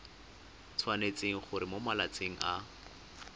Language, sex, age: Tswana, male, 25